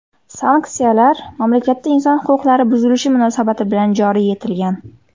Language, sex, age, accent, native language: Uzbek, female, 18-24, Surxondaryo, Uzbek